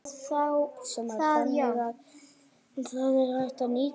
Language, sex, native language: Icelandic, female, Icelandic